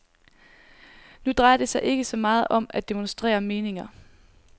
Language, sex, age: Danish, female, 19